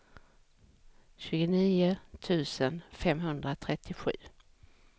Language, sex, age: Swedish, female, 44